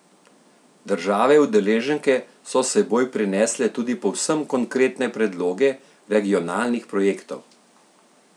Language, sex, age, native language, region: Slovenian, male, 50-59, Slovenian, Central Slovenia